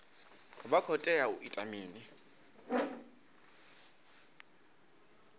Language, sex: Venda, male